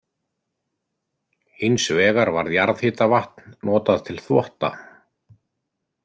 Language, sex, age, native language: Icelandic, male, 50-59, Icelandic